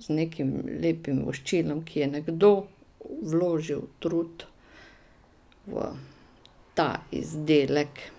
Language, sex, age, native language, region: Slovenian, female, 60+, Slovenian, Drava region